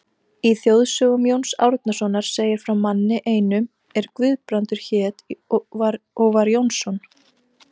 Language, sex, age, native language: Icelandic, female, 30-39, Icelandic